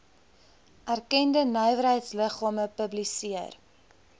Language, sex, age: Afrikaans, female, 20